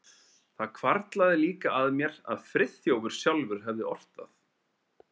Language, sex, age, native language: Icelandic, male, 30-39, Icelandic